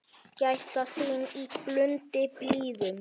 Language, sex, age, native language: Icelandic, male, 10, Icelandic